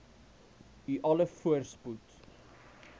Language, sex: Afrikaans, male